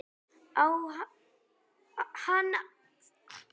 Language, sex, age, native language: Icelandic, female, 8, Icelandic